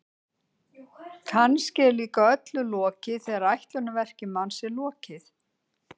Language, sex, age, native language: Icelandic, female, 60-69, Icelandic